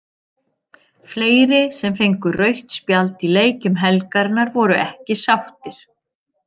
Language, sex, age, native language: Icelandic, female, 50-59, Icelandic